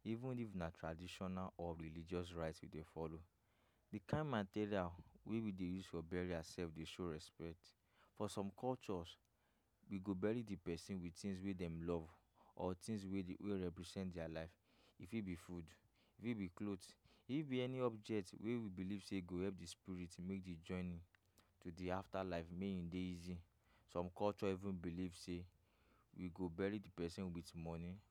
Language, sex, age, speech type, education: Nigerian Pidgin, male, 15-29, spontaneous, tertiary